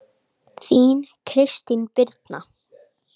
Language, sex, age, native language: Icelandic, female, 8, Icelandic